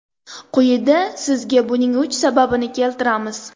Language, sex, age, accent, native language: Uzbek, female, 18-24, Andijon, Uzbek